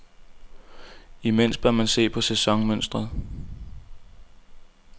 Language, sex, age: Danish, male, 19